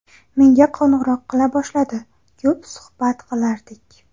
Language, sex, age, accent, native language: Uzbek, female, under 19, Xorazm, Uzbek